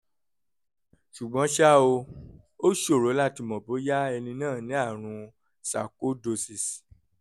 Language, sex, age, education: Yoruba, male, 30-45, tertiary